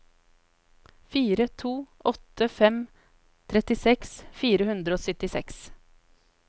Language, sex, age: Norwegian, female, 33